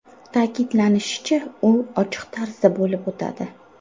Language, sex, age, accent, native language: Uzbek, female, 18-24, Farg'ona, Uzbek